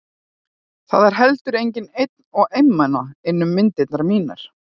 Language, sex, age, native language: Icelandic, female, 40-49, Icelandic